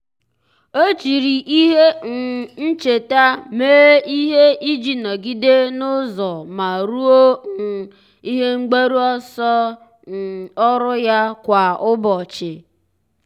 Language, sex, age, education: Igbo, male, 15-29, tertiary